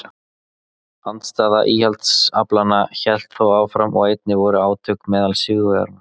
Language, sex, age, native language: Icelandic, male, 30-39, Icelandic